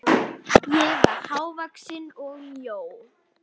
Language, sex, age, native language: Icelandic, female, 10, Icelandic